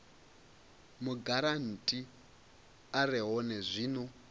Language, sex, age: Venda, male, 22